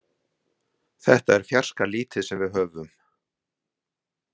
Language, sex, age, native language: Icelandic, male, 60-69, Icelandic